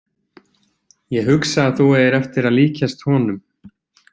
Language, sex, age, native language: Icelandic, male, 20-29, Icelandic